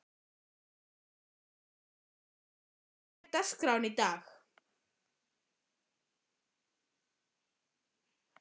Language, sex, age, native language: Icelandic, female, 11, Icelandic